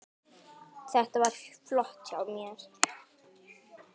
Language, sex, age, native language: Icelandic, female, 9, Icelandic